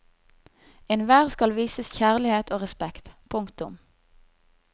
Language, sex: Norwegian, female